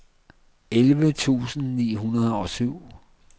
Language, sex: Danish, male